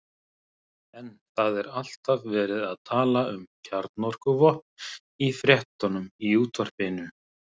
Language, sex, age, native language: Icelandic, male, 30-39, Icelandic